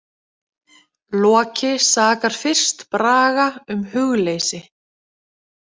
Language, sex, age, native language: Icelandic, female, 30-39, Icelandic